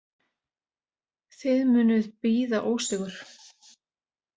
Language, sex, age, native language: Icelandic, female, 40-49, Icelandic